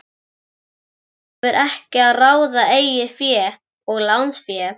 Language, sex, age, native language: Icelandic, male, 11, Icelandic